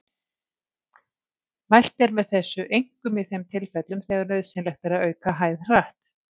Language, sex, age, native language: Icelandic, female, 50-59, Icelandic